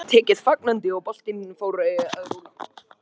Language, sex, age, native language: Icelandic, male, 18-19, Icelandic